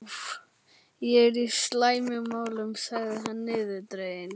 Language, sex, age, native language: Icelandic, male, 11, Icelandic